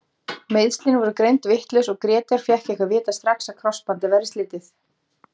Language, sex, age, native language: Icelandic, female, 18-19, Icelandic